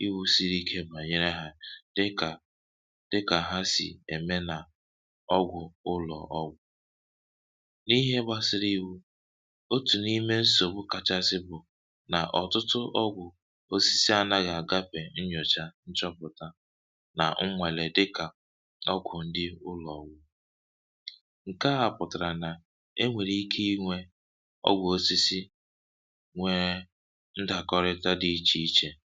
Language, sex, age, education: Igbo, male, 30-45, tertiary